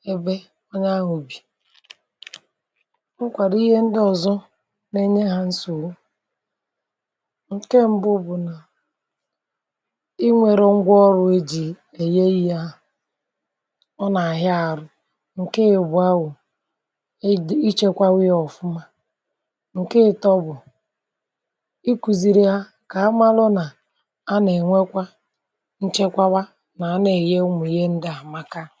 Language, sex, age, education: Igbo, male, 30-45, tertiary